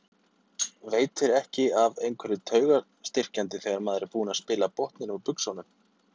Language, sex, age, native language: Icelandic, male, 30-39, Icelandic